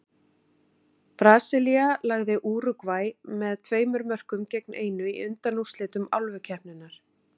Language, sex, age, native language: Icelandic, female, 40-49, Icelandic